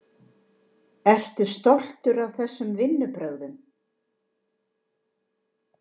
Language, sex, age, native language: Icelandic, female, 40-49, Icelandic